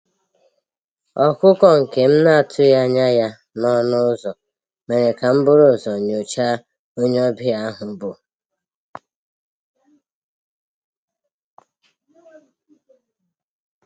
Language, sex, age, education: Igbo, female, 46-60, tertiary